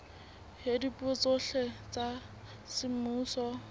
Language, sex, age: Southern Sotho, female, 18